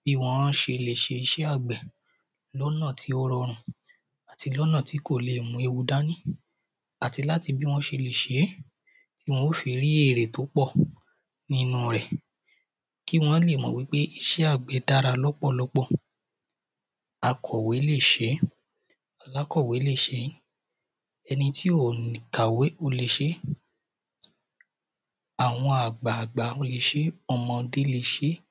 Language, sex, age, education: Yoruba, male, 30-45, primary